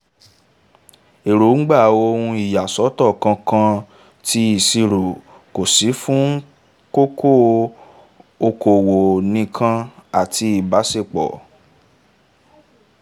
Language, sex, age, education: Yoruba, male, 15-29, tertiary